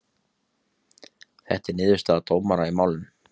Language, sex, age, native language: Icelandic, male, 30-39, Icelandic